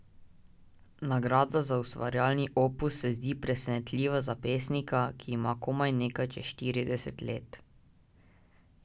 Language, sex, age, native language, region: Slovenian, male, 18-29, Slovenian, Drava region